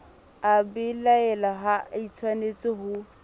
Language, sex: Southern Sotho, female